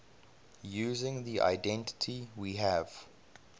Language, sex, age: English, male, 22